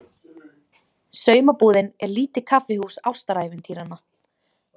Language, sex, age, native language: Icelandic, female, 20-29, Icelandic